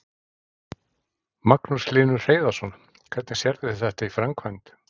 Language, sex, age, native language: Icelandic, male, 40-49, Icelandic